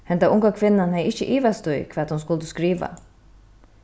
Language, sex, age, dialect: Faroese, female, 36-60, Norðuroyggjar